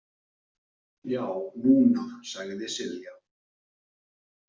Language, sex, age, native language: Icelandic, male, 40-49, Icelandic